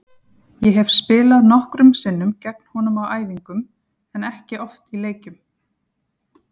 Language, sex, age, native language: Icelandic, female, 40-49, Icelandic